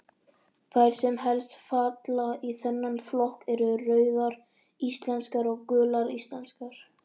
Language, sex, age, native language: Icelandic, female, 30-39, Icelandic